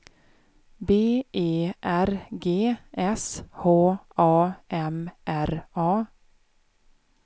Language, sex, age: Swedish, female, 36